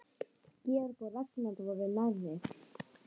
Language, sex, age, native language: Icelandic, female, 10, Icelandic